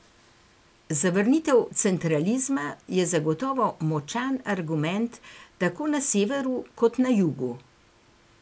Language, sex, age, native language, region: Slovenian, female, 60+, Slovenian, Gorenjska region